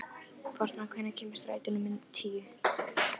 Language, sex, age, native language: Icelandic, female, 11, Icelandic